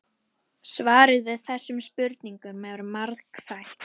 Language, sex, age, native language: Icelandic, female, 11, Icelandic